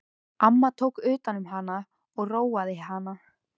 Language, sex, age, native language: Icelandic, female, 13, Icelandic